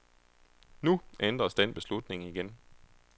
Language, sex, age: Danish, male, 31